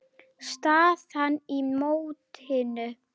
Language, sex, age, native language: Icelandic, male, 9, Icelandic